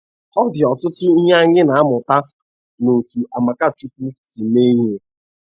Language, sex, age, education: Igbo, male, 15-29, tertiary